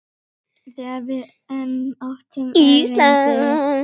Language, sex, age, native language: Icelandic, female, 9, Icelandic